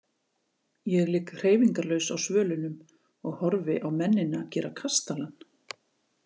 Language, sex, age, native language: Icelandic, female, 40-49, Icelandic